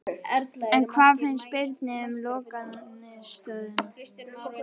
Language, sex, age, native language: Icelandic, other, 12, Icelandic